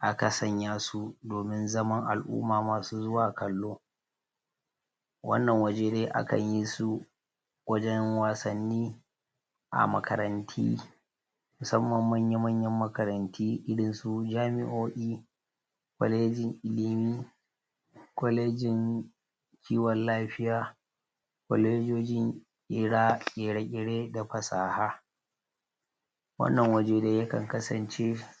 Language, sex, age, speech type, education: Hausa, female, 15-29, spontaneous, tertiary